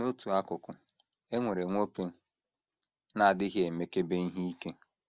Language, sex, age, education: Igbo, male, 30-45, secondary